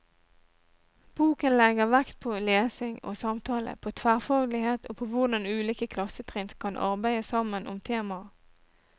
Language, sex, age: Norwegian, female, 37